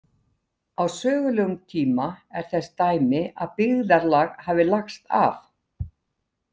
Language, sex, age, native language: Icelandic, female, 60-69, Icelandic